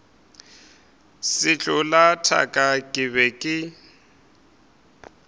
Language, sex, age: Northern Sotho, male, 23